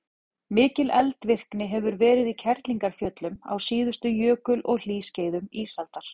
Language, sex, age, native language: Icelandic, female, 40-49, Icelandic